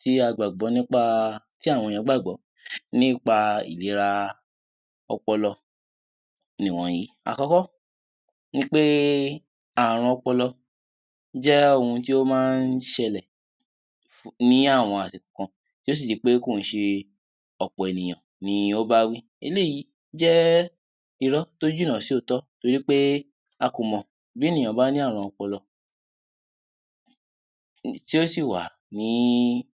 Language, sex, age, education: Yoruba, male, 15-29, tertiary